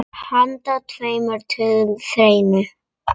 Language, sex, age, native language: Icelandic, female, 8, Polish